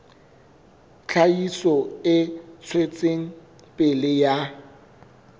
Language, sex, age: Southern Sotho, male, 24